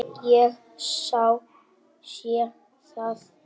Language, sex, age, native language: Icelandic, male, 7, Icelandic